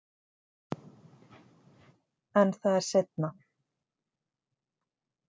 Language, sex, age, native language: Icelandic, female, 40-49, Icelandic